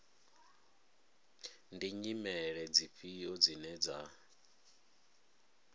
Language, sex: Venda, male